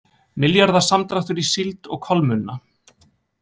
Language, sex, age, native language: Icelandic, male, 20-29, Icelandic